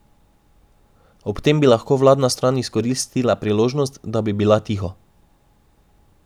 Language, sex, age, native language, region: Slovenian, male, 18-29, Slovenian, Drava region